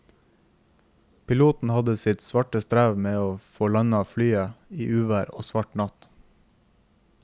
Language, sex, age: Norwegian, male, 24